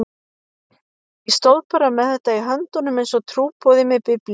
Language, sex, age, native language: Icelandic, female, 50-59, Icelandic